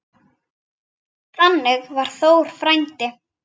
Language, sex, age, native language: Icelandic, female, 9, Icelandic